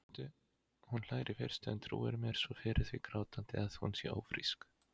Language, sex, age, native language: Icelandic, male, 20-29, Icelandic